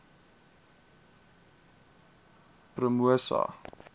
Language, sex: Afrikaans, male